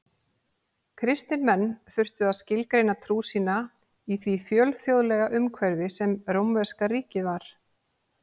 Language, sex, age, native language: Icelandic, female, 40-49, Icelandic